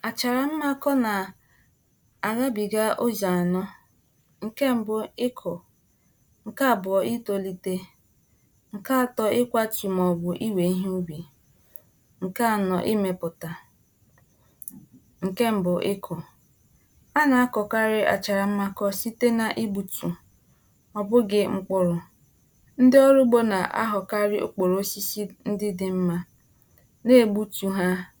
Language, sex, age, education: Igbo, female, 46-60, tertiary